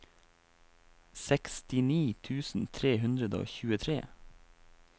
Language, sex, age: Norwegian, male, 28